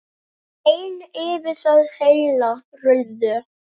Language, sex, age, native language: Icelandic, female, 10, Icelandic